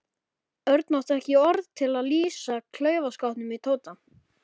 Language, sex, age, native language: Icelandic, male, 13, Icelandic